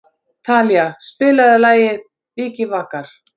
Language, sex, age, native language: Icelandic, female, 40-49, Icelandic